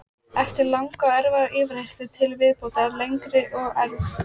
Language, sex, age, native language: Icelandic, female, 14, Icelandic